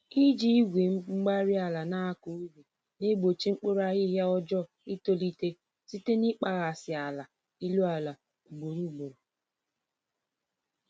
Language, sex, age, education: Igbo, female, 15-29, tertiary